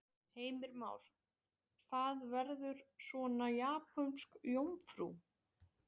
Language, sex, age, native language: Icelandic, female, 20-29, Icelandic